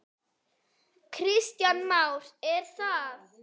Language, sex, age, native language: Icelandic, female, 8, Icelandic